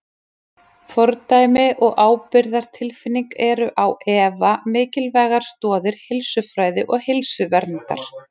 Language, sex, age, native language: Icelandic, female, 40-49, Icelandic